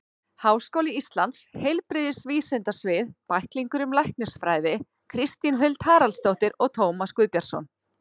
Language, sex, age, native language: Icelandic, female, 30-39, Icelandic